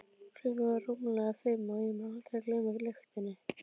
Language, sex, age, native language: Icelandic, female, 12, Icelandic